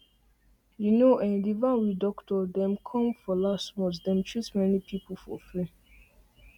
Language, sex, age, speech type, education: Nigerian Pidgin, female, 15-29, spontaneous, tertiary